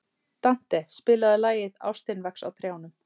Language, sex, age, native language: Icelandic, male, 30-39, Icelandic